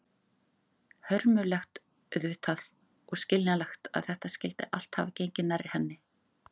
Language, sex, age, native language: Icelandic, female, 40-49, Icelandic